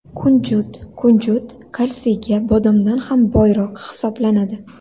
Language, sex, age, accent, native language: Uzbek, female, 19-29, Andijon, Uzbek